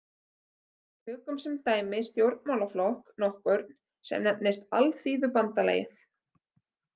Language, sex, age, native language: Icelandic, female, 30-39, Icelandic